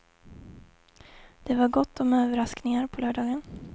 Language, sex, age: Swedish, female, 20